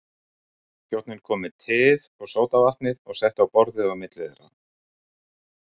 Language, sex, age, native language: Icelandic, male, 60-69, Icelandic